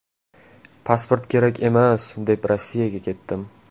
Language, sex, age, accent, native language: Uzbek, male, 18-24, Toshkent shahri, Uzbek